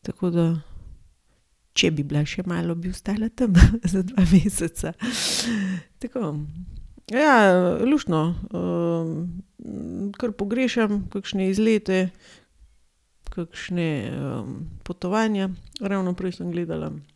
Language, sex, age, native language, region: Slovenian, female, 30-49, Slovenian, Gorenjska region